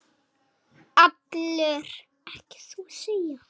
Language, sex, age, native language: Icelandic, male, 7, Icelandic